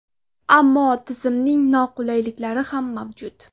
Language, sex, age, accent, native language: Uzbek, female, 18-24, Farg'ona, Uzbek